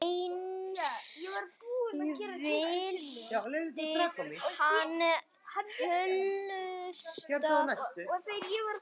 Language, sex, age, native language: Icelandic, male, 9, Icelandic